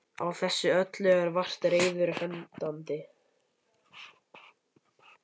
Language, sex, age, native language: Icelandic, male, 11, Icelandic